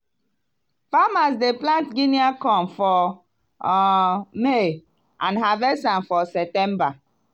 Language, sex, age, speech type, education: Nigerian Pidgin, female, 30-45, spontaneous, tertiary